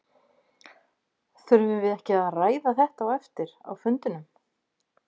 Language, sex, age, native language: Icelandic, female, 50-59, Icelandic